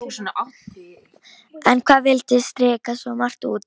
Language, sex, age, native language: Icelandic, female, 18-19, Polish